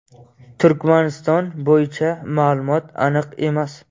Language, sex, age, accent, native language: Uzbek, male, 18-24, Qashqadaryo, Uzbek